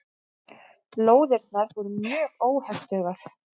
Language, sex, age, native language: Icelandic, female, 30-39, Icelandic